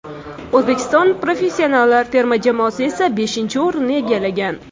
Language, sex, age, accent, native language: Uzbek, female, 18-24, Toshkent shahri, Uzbek